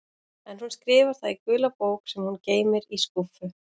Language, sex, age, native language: Icelandic, female, 40-49, Icelandic